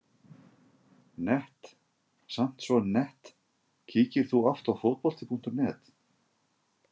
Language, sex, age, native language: Icelandic, male, 50-59, Icelandic